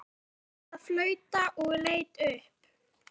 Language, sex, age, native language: Icelandic, female, 13, Icelandic